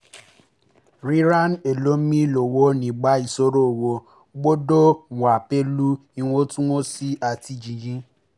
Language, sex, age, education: Yoruba, male, 15-29, tertiary